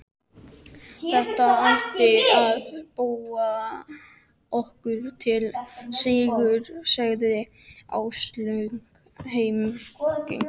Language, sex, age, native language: Icelandic, male, 12, Icelandic